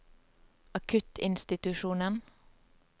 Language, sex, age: Norwegian, female, 27